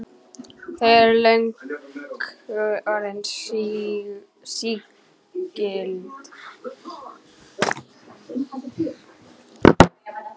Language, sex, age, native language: Icelandic, female, 9, Icelandic